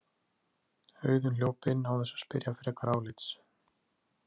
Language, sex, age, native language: Icelandic, male, 30-39, Icelandic